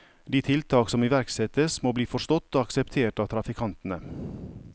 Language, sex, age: Norwegian, male, 55